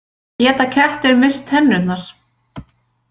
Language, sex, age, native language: Icelandic, female, 20-29, Icelandic